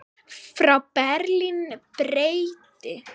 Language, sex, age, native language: Icelandic, female, 6, Icelandic